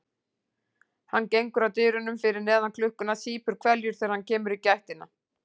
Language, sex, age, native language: Icelandic, female, 40-49, Icelandic